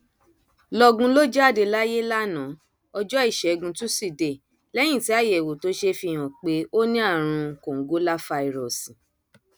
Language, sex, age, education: Yoruba, female, 30-45, tertiary